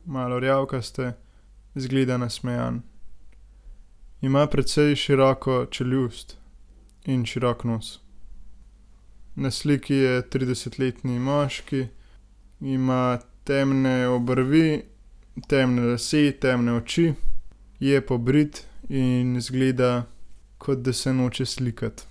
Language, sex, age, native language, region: Slovenian, male, 18-29, Slovenian, Gorenjska region